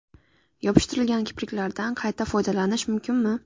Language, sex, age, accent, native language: Uzbek, female, 18-24, Navoiy, Uzbek